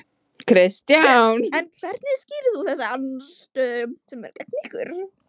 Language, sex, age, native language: Icelandic, female, 16, Icelandic